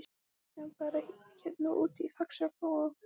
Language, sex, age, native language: Icelandic, female, 14, Icelandic